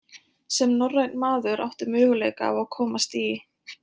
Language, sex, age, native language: Icelandic, female, 20-29, Icelandic